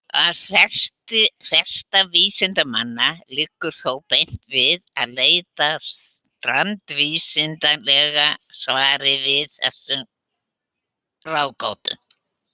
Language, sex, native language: Icelandic, female, Icelandic